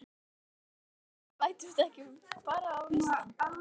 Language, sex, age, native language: Icelandic, female, 12, Icelandic